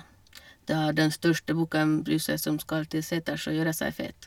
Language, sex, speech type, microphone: Norwegian, female, spontaneous, Shure